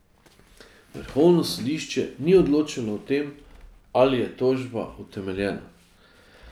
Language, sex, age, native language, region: Slovenian, male, 50-59, Slovenian, Drava region